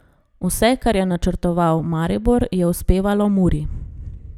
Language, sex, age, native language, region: Slovenian, female, 30-49, Slovenian, Gorenjska region